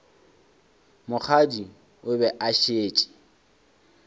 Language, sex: Northern Sotho, male